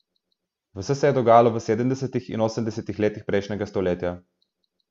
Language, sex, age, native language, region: Slovenian, male, 18-29, Slovenian, Southeast Slovenia